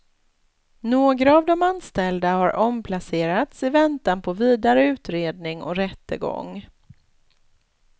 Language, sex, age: Swedish, female, 36